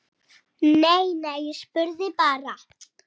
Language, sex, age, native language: Icelandic, female, 6, Icelandic